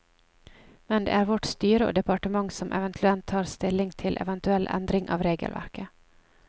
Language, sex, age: Norwegian, female, 27